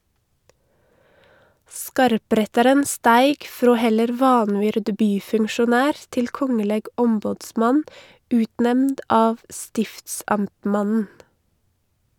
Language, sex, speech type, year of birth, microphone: Norwegian, female, read, 1982, Shure